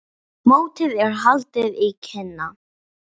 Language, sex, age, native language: Icelandic, female, 7, English